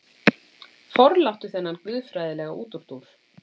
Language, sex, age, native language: Icelandic, female, 40-49, Icelandic